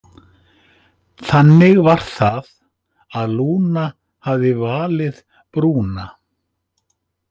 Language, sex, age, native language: Icelandic, male, 50-59, Icelandic